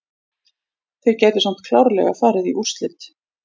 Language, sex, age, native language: Icelandic, female, 40-49, Icelandic